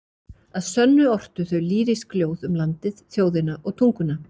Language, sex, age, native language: Icelandic, female, 40-49, Icelandic